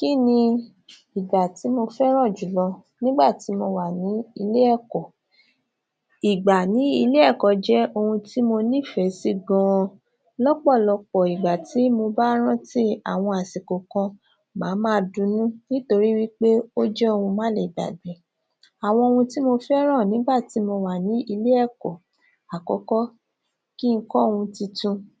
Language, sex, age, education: Yoruba, female, 30-45, tertiary